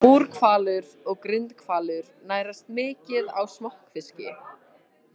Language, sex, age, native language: Icelandic, other, 20-29, Icelandic